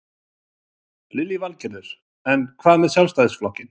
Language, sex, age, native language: Icelandic, male, 30-39, Icelandic